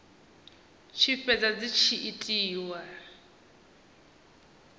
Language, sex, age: Venda, female, 19